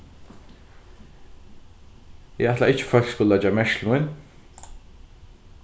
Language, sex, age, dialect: Faroese, male, 15-35, Norðuroyggjar